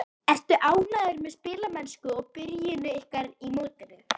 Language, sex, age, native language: Icelandic, female, 11, Icelandic